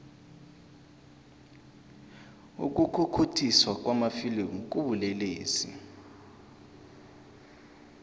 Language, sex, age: South Ndebele, male, 23